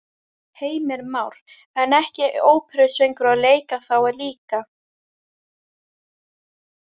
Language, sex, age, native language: Icelandic, female, 12, Icelandic